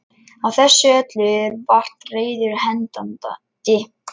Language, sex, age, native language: Icelandic, male, 11, Lithuanian